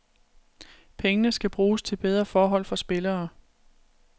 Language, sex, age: Danish, female, 36